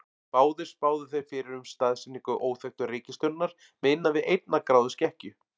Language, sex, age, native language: Icelandic, male, 40-49, Icelandic